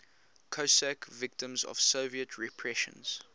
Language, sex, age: English, male, 22